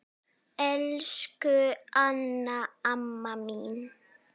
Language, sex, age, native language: Icelandic, female, 9, Icelandic